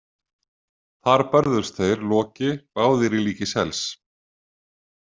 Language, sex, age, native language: Icelandic, male, 40-49, Icelandic